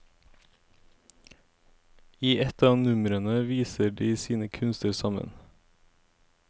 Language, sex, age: Norwegian, male, 17